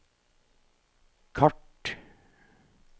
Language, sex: Norwegian, male